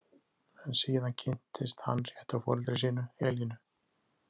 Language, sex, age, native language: Icelandic, male, 30-39, Icelandic